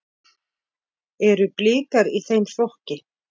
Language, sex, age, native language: Icelandic, female, 50-59, Icelandic